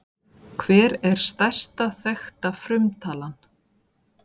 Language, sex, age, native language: Icelandic, female, 40-49, Icelandic